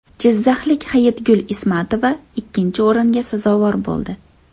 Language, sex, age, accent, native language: Uzbek, female, 18-24, Andijon, Uzbek